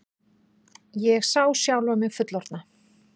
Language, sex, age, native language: Icelandic, female, 40-49, Icelandic